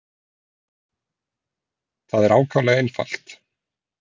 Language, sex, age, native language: Icelandic, male, 40-49, Icelandic